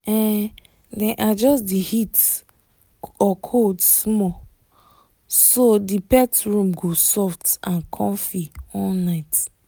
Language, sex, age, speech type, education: Nigerian Pidgin, female, 15-29, spontaneous, tertiary